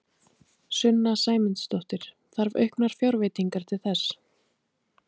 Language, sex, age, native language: Icelandic, female, 30-39, Icelandic